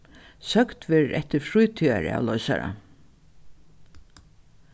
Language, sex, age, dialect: Faroese, female, 36-60, Norðuroyggjar